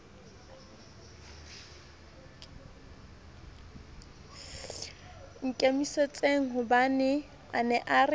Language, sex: Southern Sotho, female